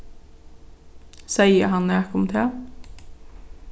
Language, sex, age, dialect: Faroese, female, 15-35, Suðurstreymoy